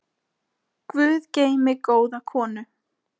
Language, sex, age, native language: Icelandic, female, 7, Icelandic